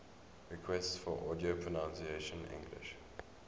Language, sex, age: English, male, 23